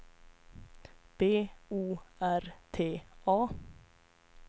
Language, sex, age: Swedish, female, 25